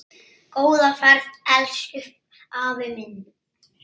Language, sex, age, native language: Icelandic, male, 6, Icelandic